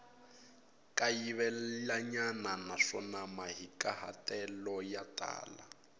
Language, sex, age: Tsonga, male, 22